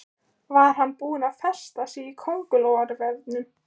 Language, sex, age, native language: Icelandic, female, 15, Icelandic